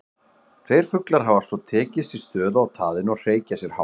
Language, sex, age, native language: Icelandic, male, 40-49, Icelandic